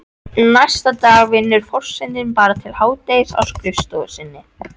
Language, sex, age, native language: Icelandic, female, 13, Icelandic